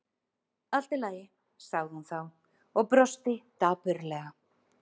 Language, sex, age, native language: Icelandic, female, 30-39, Icelandic